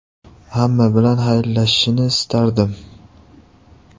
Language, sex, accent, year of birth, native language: Uzbek, male, Andijon, 2003, Uzbek